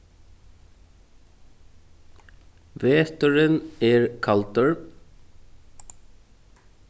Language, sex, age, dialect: Faroese, male, 36-60, Norðurstreymoy/Eysturoy